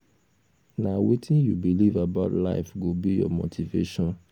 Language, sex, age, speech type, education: Nigerian Pidgin, male, 15-29, spontaneous, tertiary